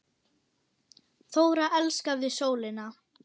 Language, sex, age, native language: Icelandic, female, 8, German